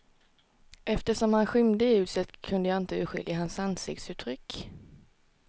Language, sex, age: Swedish, female, 19